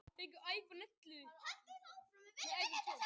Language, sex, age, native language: Icelandic, male, 18-19, Icelandic